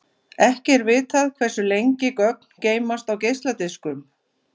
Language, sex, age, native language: Icelandic, female, 50-59, Icelandic